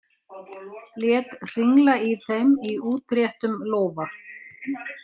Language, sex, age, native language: Icelandic, female, 60-69, Icelandic